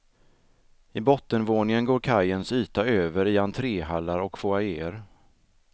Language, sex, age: Swedish, male, 33